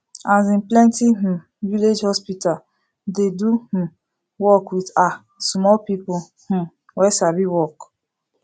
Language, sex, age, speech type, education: Nigerian Pidgin, female, 15-29, spontaneous, tertiary